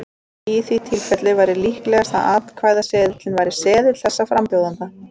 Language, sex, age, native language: Icelandic, female, 30-39, Icelandic